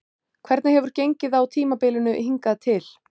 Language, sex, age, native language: Icelandic, female, 30-39, Icelandic